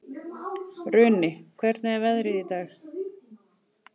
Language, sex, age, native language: Icelandic, female, 40-49, Icelandic